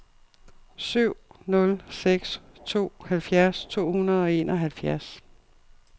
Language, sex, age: Danish, female, 52